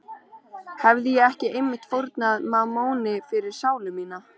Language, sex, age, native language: Icelandic, female, 13, Icelandic